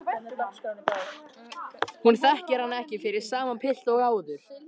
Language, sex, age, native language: Icelandic, male, 13, Icelandic